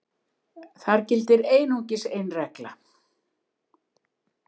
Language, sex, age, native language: Icelandic, female, 70-79, Icelandic